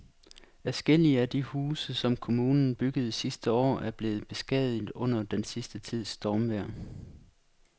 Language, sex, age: Danish, male, 26